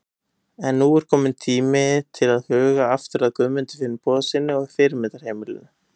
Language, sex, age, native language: Icelandic, male, 18-19, Icelandic